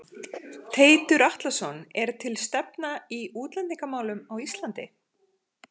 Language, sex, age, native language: Icelandic, female, 40-49, Icelandic